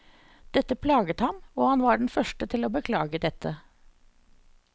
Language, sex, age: Norwegian, female, 54